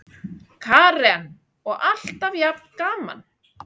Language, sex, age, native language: Icelandic, male, 9, Icelandic